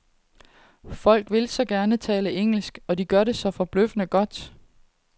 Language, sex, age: Danish, female, 30